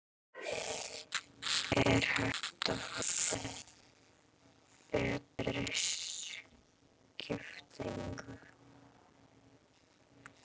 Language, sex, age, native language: Icelandic, other, 12, Icelandic